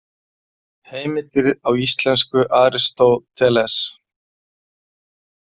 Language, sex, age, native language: Icelandic, male, 40-49, Icelandic